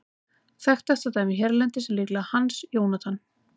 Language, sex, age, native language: Icelandic, female, 30-39, Icelandic